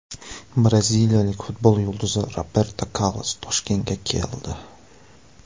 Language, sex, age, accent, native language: Uzbek, male, 25-34, Andijon, Russian